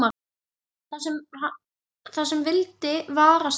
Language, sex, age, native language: Icelandic, male, 10, Icelandic